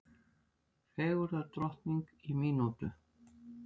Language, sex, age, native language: Icelandic, female, 60-69, Icelandic